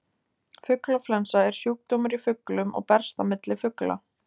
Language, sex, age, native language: Icelandic, female, 20-29, Icelandic